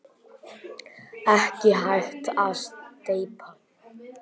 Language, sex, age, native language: Icelandic, male, 10, Icelandic